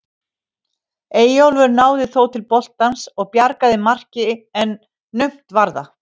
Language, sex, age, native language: Icelandic, female, 50-59, Icelandic